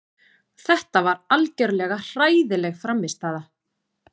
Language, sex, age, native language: Icelandic, female, 40-49, Icelandic